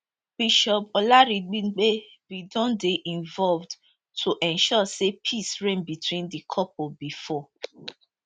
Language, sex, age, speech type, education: Nigerian Pidgin, female, 30-45, spontaneous, tertiary